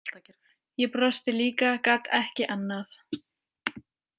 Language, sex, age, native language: Icelandic, female, 18-19, French